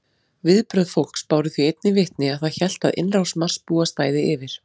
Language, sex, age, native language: Icelandic, female, 40-49, Icelandic